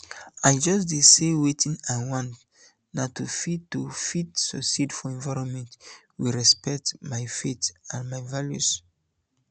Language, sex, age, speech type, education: Nigerian Pidgin, male, 15-29, spontaneous, tertiary